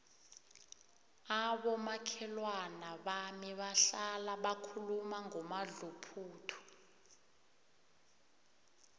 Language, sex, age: South Ndebele, female, 21